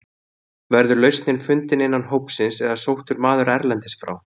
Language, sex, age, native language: Icelandic, male, 30-39, Icelandic